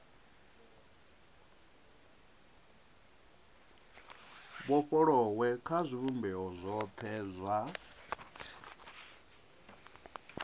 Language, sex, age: Venda, male, 37